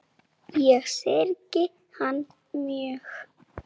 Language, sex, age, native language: Icelandic, female, 7, Icelandic